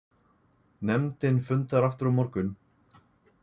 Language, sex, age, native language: Icelandic, male, 20-29, Icelandic